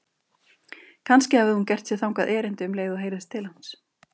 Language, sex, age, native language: Icelandic, female, 30-39, Icelandic